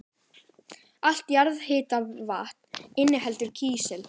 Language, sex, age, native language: Icelandic, female, 18-19, Icelandic